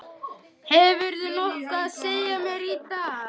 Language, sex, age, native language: Icelandic, male, 11, Icelandic